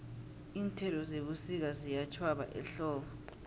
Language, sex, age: South Ndebele, female, 23